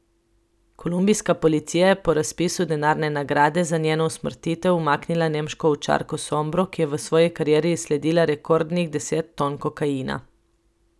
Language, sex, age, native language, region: Slovenian, female, 30-49, Slovenian, Coastal Karst region